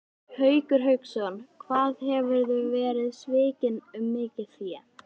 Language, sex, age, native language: Icelandic, female, 11, Icelandic